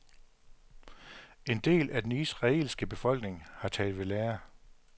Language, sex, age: Danish, male, 42